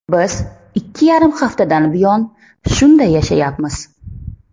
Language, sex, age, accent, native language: Uzbek, female, 30-39, Toshkent shahri, Uzbek